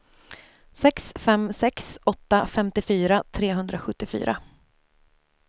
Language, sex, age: Swedish, female, 28